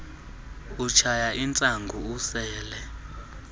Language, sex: Xhosa, male